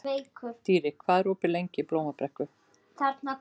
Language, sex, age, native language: Icelandic, female, 12, Icelandic